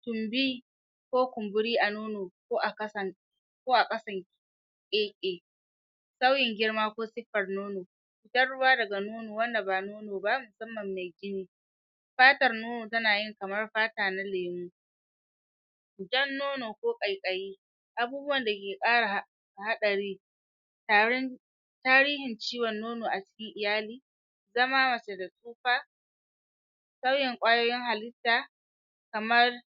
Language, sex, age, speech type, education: Hausa, male, 30-45, spontaneous, tertiary